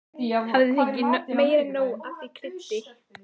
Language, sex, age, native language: Icelandic, female, 14, Icelandic